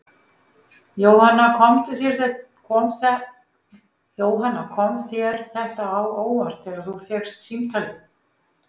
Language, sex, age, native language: Icelandic, female, 50-59, Icelandic